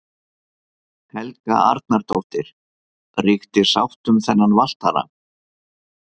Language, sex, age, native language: Icelandic, male, 50-59, Icelandic